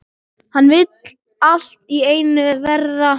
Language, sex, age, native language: Icelandic, male, 12, Icelandic